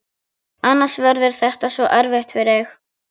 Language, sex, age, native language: Icelandic, male, 11, Icelandic